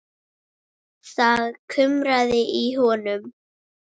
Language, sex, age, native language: Icelandic, female, 7, Icelandic